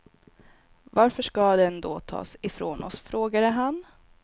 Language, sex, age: Swedish, female, 22